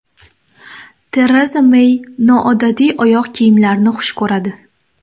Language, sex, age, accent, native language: Uzbek, female, 18-24, Namangan, Uzbek